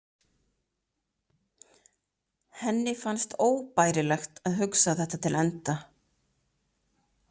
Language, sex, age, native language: Icelandic, female, 30-39, Icelandic